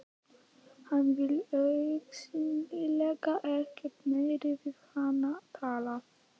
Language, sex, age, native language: Icelandic, male, 11, Icelandic